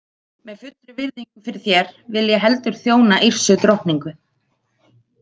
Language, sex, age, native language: Icelandic, female, 30-39, Icelandic